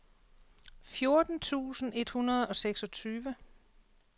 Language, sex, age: Danish, female, 48